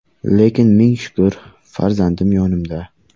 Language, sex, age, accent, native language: Uzbek, male, 18-24, Surxondaryo, Uzbek